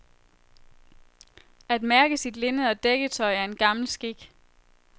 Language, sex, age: Danish, female, 23